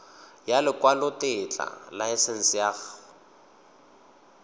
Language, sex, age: Tswana, male, 22